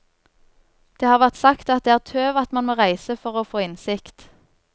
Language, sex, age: Norwegian, female, 24